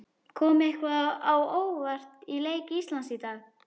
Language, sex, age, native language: Icelandic, female, 11, Icelandic